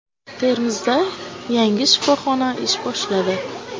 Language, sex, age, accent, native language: Uzbek, female, 18-24, Buxoro, Uzbek